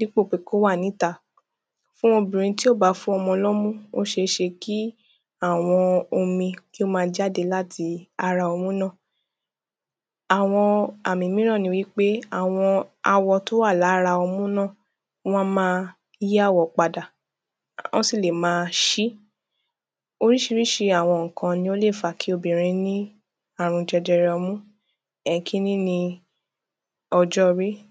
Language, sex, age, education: Yoruba, female, 15-29, tertiary